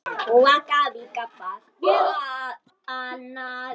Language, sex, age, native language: Icelandic, male, 9, Icelandic